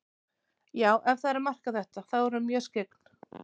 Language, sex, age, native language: Icelandic, female, 30-39, Icelandic